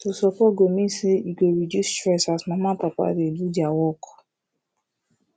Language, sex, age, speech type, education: Nigerian Pidgin, female, 15-29, spontaneous, tertiary